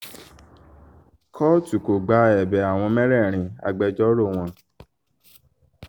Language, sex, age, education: Yoruba, male, 15-29, tertiary